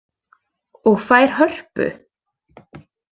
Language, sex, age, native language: Icelandic, female, 20-29, Icelandic